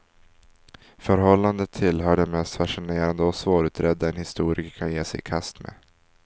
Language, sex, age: Swedish, male, 19